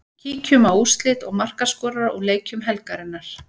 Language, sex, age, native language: Icelandic, female, 40-49, Icelandic